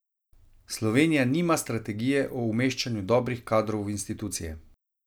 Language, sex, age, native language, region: Slovenian, male, 30-49, Slovenian, Savinja region